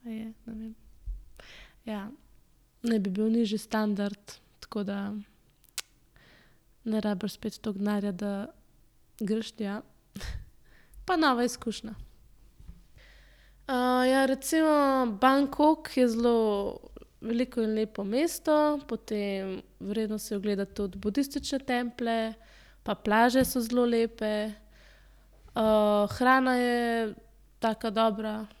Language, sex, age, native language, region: Slovenian, female, 18-29, Slovenian, Central Slovenia